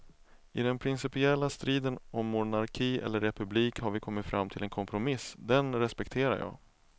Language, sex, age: Swedish, male, 31